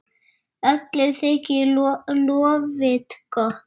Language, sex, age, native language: Icelandic, male, 7, Icelandic